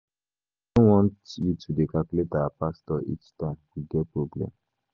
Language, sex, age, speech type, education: Nigerian Pidgin, male, 15-29, spontaneous, tertiary